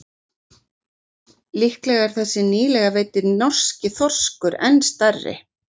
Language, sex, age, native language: Icelandic, female, 40-49, Icelandic